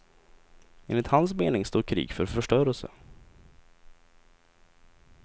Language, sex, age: Swedish, male, 20